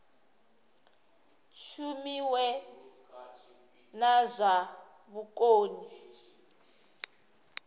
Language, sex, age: Venda, female, 26